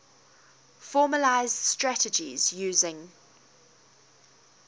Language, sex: English, female